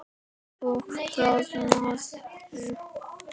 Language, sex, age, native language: Icelandic, male, 10, Icelandic